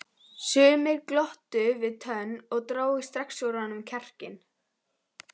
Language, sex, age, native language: Icelandic, female, 11, Icelandic